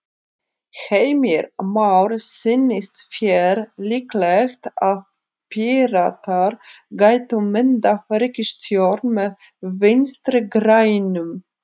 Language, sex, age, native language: Icelandic, female, 30-39, Icelandic